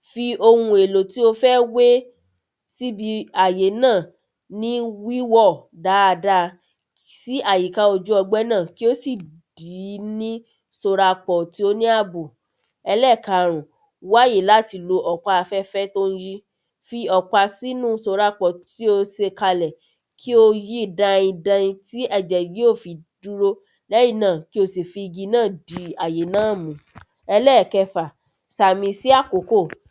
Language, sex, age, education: Yoruba, female, 30-45, tertiary